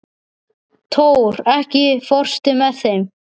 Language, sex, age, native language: Icelandic, male, 12, Icelandic